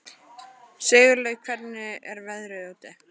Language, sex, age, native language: Icelandic, female, 13, Icelandic